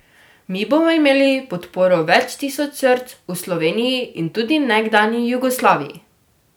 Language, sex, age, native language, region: Slovenian, female, 12-17, Slovenian, Drava region